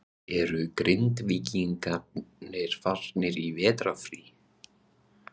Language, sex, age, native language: Icelandic, male, 20-29, Icelandic